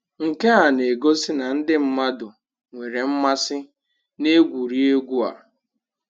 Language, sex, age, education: Igbo, male, 15-29, tertiary